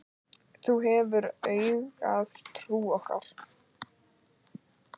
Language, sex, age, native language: Icelandic, male, 10, Icelandic